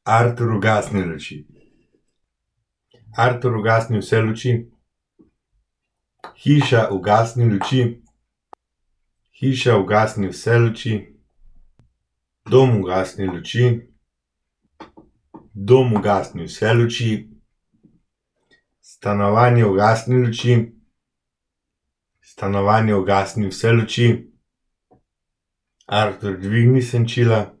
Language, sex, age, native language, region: Slovenian, male, 30-49, Slovenian, Central Slovenia